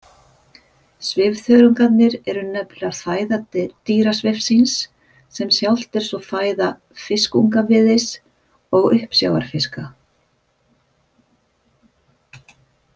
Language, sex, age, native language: Icelandic, female, 50-59, Icelandic